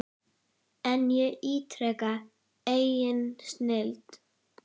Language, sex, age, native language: Icelandic, female, 10, Icelandic